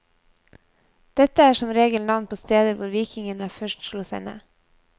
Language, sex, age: Norwegian, female, 24